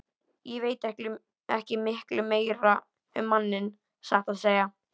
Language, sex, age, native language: Icelandic, female, 11, Icelandic